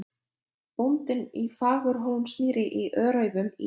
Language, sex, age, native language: Icelandic, female, 20-29, Lithuanian